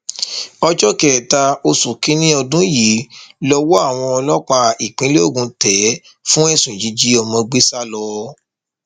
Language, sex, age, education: Yoruba, male, 30-45, tertiary